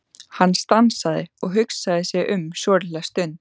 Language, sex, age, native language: Icelandic, female, 14, Icelandic